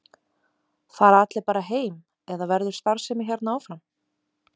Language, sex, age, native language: Icelandic, female, 20-29, Icelandic